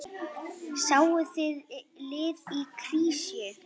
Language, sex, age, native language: Icelandic, female, 8, Icelandic